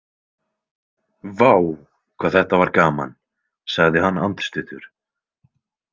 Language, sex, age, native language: Icelandic, male, 20-29, Icelandic